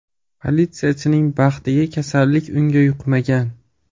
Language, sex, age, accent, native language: Uzbek, male, 25-34, Farg'ona, Uzbek